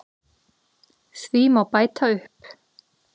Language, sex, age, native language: Icelandic, female, 30-39, Icelandic